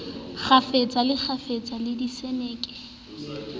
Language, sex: Southern Sotho, female